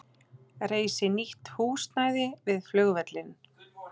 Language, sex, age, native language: Icelandic, male, 20-29, Icelandic